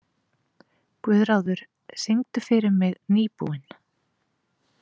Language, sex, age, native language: Icelandic, female, 40-49, Icelandic